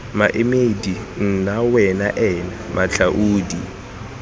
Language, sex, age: Tswana, male, 18